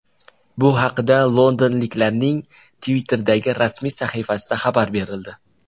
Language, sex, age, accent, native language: Uzbek, male, 19-29, Jizzax, Uzbek